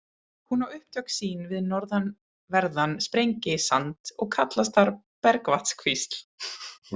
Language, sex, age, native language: Icelandic, female, 30-39, Icelandic